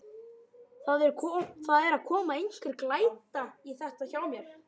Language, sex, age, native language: Icelandic, male, 12, Icelandic